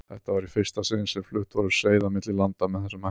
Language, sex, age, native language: Icelandic, male, 30-39, Icelandic